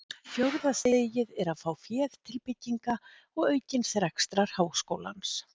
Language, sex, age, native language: Icelandic, female, 50-59, Icelandic